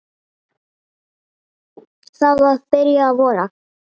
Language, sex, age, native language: Icelandic, female, 7, Icelandic